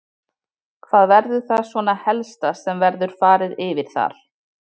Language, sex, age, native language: Icelandic, female, 30-39, Icelandic